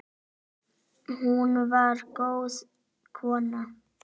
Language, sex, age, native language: Icelandic, female, 9, Icelandic